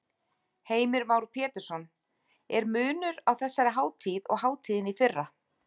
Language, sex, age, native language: Icelandic, female, 40-49, Icelandic